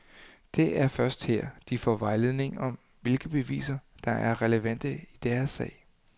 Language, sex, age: Danish, male, 39